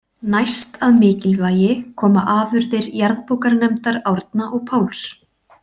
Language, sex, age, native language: Icelandic, female, 40-49, Icelandic